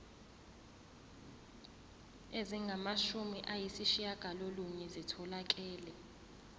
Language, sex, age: Zulu, female, 24